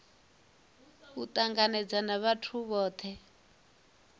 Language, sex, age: Venda, female, 24